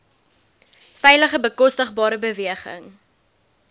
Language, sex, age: Afrikaans, female, 19